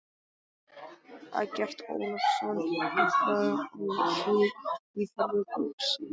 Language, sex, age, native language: Icelandic, male, 12, Icelandic